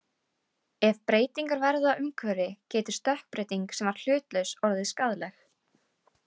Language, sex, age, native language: Icelandic, female, 18-19, Icelandic